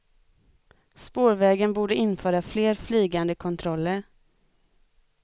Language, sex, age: Swedish, female, 25